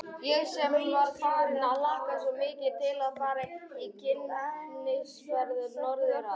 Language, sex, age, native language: Icelandic, other, 18-19, Icelandic